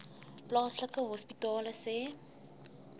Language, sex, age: Afrikaans, female, 19